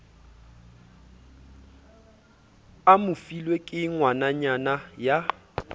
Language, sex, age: Southern Sotho, male, 27